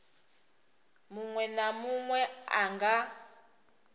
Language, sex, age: Venda, female, 26